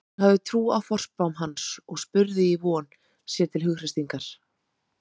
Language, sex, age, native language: Icelandic, female, 30-39, Icelandic